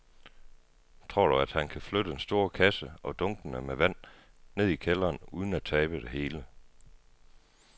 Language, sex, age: Danish, male, 33